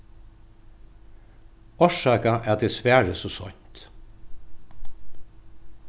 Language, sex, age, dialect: Faroese, male, 36-60, Norðuroyggjar